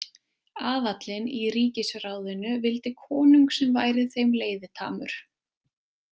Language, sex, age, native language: Icelandic, female, 20-29, Icelandic